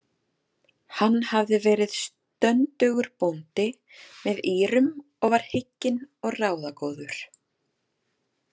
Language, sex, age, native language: Icelandic, female, 30-39, Icelandic